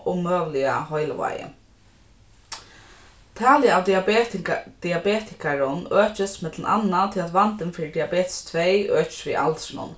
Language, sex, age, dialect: Faroese, female, 15-35, Norðurstreymoy/Eysturoy